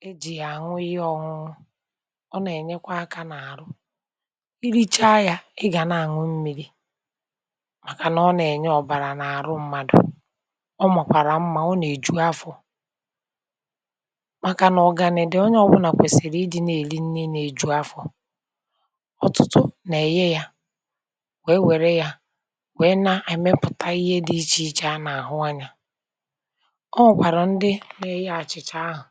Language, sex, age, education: Igbo, female, 30-45, tertiary